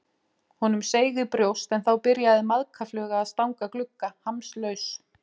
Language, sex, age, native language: Icelandic, female, 40-49, Icelandic